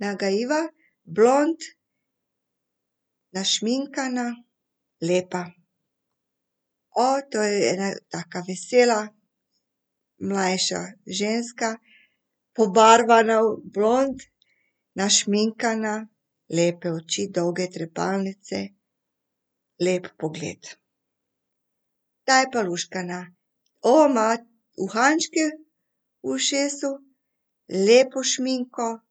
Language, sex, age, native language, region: Slovenian, female, 50-59, Serbian, Central Slovenia